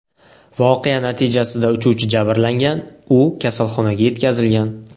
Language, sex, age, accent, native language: Uzbek, male, 18-24, Navoiy, Uzbek